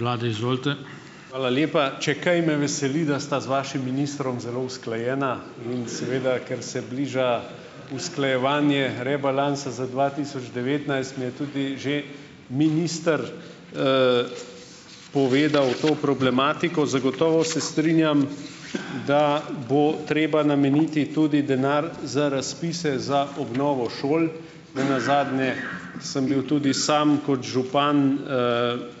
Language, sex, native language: Slovenian, male, Slovenian